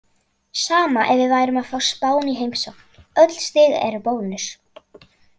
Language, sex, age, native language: Icelandic, female, 40-49, Icelandic